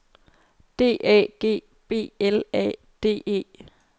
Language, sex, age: Danish, female, 22